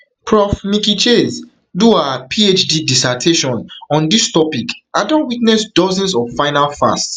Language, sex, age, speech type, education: Nigerian Pidgin, male, 15-29, spontaneous, tertiary